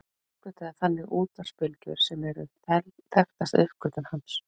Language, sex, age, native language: Icelandic, female, 40-49, Icelandic